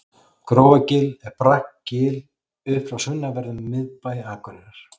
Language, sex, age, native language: Icelandic, male, 40-49, Icelandic